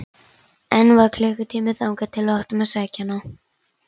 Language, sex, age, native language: Icelandic, female, 11, Icelandic